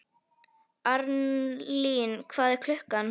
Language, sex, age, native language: Icelandic, female, 11, Icelandic